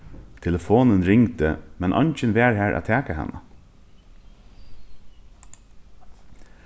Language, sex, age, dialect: Faroese, male, 15-35, Norðuroyggjar